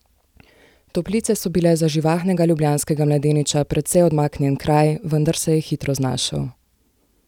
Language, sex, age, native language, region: Slovenian, female, 18-29, Slovenian, Zasavska region